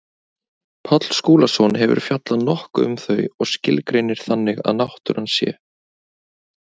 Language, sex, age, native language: Icelandic, male, 20-29, Icelandic